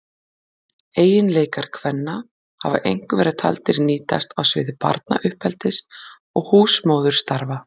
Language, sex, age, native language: Icelandic, female, 40-49, Icelandic